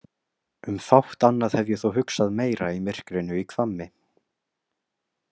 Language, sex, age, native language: Icelandic, male, 20-29, Icelandic